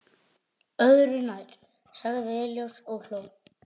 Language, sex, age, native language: Icelandic, male, 11, Icelandic